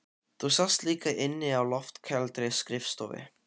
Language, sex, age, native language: Icelandic, male, 15, Icelandic